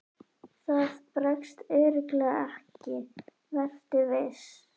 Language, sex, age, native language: Icelandic, female, 11, Icelandic